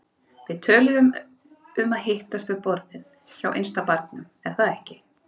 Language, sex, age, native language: Icelandic, female, 30-39, Icelandic